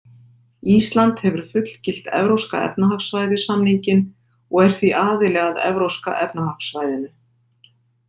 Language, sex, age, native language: Icelandic, female, 50-59, Icelandic